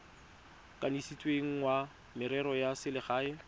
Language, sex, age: Tswana, male, 25